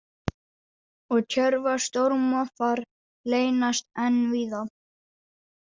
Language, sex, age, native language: Icelandic, female, 40-49, Danish